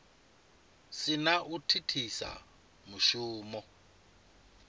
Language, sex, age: Venda, male, 25